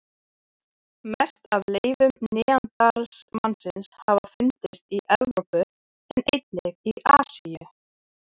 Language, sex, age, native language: Icelandic, female, 30-39, Icelandic